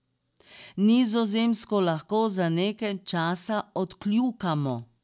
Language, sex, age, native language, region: Slovenian, female, 60+, Slovenian, Drava region